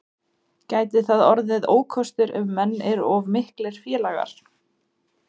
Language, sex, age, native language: Icelandic, female, 20-29, Icelandic